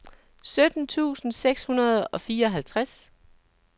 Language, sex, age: Danish, male, 37